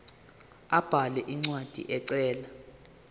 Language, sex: Zulu, male